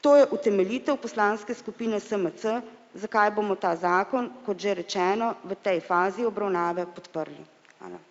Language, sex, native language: Slovenian, female, Slovenian